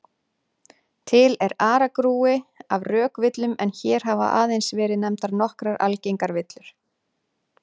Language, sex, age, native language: Icelandic, female, 40-49, Icelandic